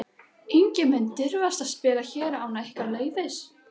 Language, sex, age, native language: Icelandic, other, 12, Icelandic